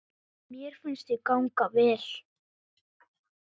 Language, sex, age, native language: Icelandic, male, 9, Icelandic